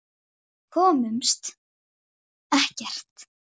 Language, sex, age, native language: Icelandic, female, 10, Icelandic